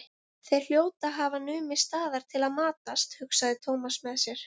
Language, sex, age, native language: Icelandic, female, 20-29, Icelandic